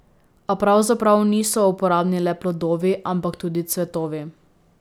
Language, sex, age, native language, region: Slovenian, female, 18-29, Slovenian, Drava region